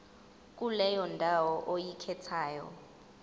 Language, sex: Zulu, female